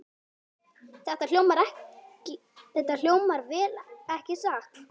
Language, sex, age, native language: Icelandic, female, 9, Icelandic